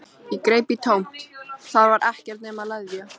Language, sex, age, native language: Icelandic, female, 13, Icelandic